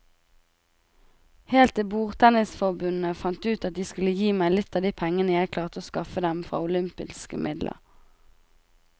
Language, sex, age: Norwegian, female, 20